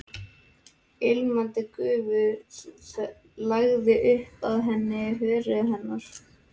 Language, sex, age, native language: Icelandic, male, 12, Icelandic